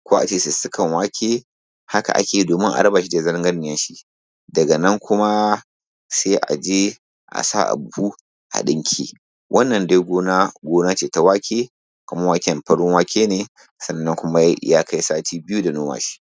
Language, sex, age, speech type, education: Hausa, male, 15-29, spontaneous, primary